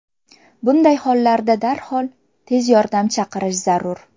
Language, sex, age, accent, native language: Uzbek, female, 18-24, Farg'ona, Uzbek